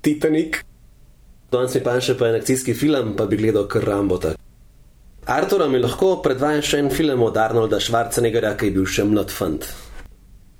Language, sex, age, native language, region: Slovenian, male, 30-49, Slovenian, Central Slovenia